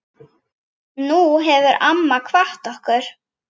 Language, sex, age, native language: Icelandic, female, 9, Icelandic